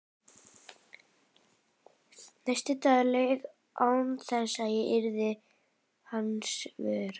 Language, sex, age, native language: Icelandic, female, 11, Icelandic